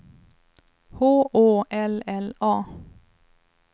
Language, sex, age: Swedish, female, 21